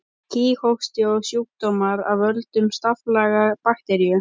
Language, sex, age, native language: Icelandic, male, 12, Icelandic